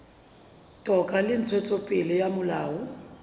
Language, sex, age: Southern Sotho, female, 35